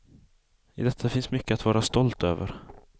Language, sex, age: Swedish, male, 18